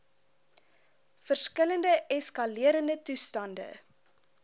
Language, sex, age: Afrikaans, female, 20